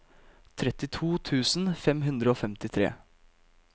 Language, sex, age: Norwegian, male, 22